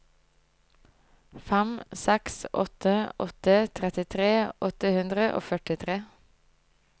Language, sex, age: Norwegian, female, 25